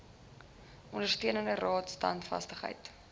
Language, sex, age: Afrikaans, female, 20